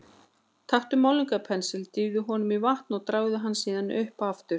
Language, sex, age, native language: Icelandic, female, 40-49, Icelandic